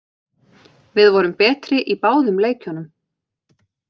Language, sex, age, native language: Icelandic, female, 20-29, Icelandic